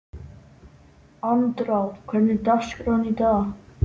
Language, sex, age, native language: Icelandic, male, 12, Icelandic